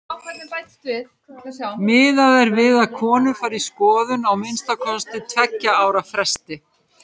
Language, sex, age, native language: Icelandic, female, 50-59, Icelandic